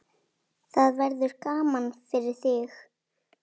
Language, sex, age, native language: Icelandic, female, 7, Icelandic